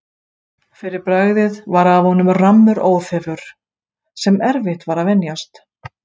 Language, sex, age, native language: Icelandic, female, 50-59, Icelandic